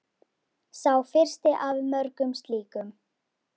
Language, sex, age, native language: Icelandic, female, 10, Icelandic